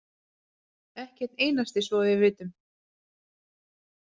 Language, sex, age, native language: Icelandic, female, 30-39, Icelandic